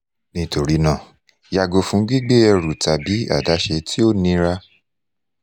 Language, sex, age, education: Yoruba, male, 30-45, tertiary